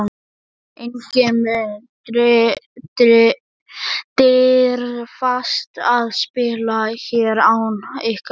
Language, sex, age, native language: Icelandic, male, 11, Icelandic